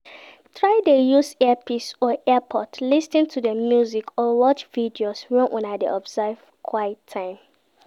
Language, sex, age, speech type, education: Nigerian Pidgin, female, 15-29, read, secondary